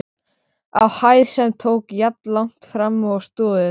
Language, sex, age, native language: Icelandic, male, 13, Icelandic